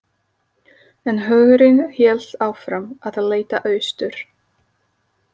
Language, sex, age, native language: Icelandic, female, 30-39, Slovak